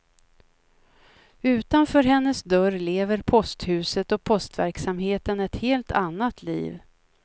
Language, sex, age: Swedish, female, 56